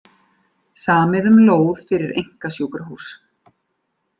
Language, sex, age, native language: Icelandic, female, 40-49, Icelandic